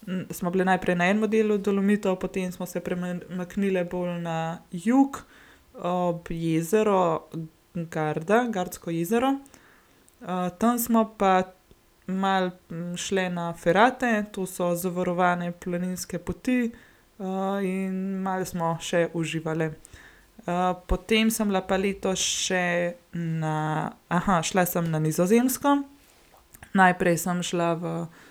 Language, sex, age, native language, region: Slovenian, female, 18-29, Slovenian, Gorenjska region